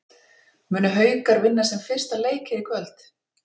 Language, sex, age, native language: Icelandic, female, 40-49, Icelandic